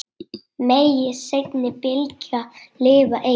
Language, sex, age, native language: Icelandic, male, 8, Icelandic